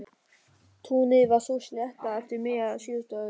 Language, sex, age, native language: Icelandic, male, 13, German